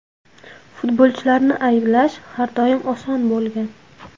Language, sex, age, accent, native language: Uzbek, female, 18-24, Namangan, Uzbek